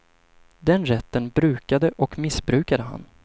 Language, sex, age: Swedish, male, 25